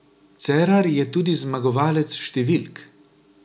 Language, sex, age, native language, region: Slovenian, male, 60+, Slovenian, Drava region